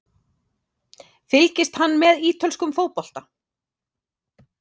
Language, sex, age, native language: Icelandic, female, 30-39, Icelandic